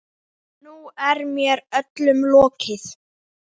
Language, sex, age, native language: Icelandic, female, 10, Icelandic